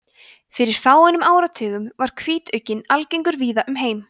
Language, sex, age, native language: Icelandic, female, 20-29, Icelandic